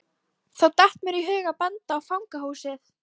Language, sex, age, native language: Icelandic, female, 13, Icelandic